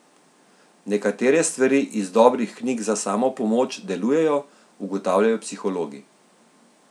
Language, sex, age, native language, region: Slovenian, male, 50-59, Slovenian, Central Slovenia